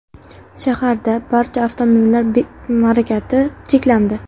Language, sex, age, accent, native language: Uzbek, female, 18-24, Navoiy, Uzbek